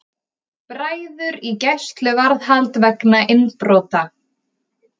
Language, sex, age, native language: Icelandic, female, 30-39, Icelandic